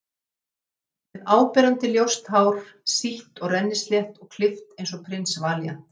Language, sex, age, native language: Icelandic, female, 50-59, Icelandic